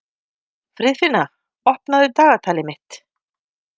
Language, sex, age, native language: Icelandic, female, 50-59, Icelandic